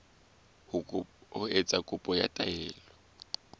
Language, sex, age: Southern Sotho, male, 20